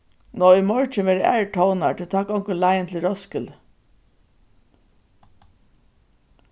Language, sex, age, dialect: Faroese, female, 36-60, Suðurstreymoy